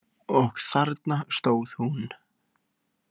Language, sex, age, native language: Icelandic, male, 18-19, Icelandic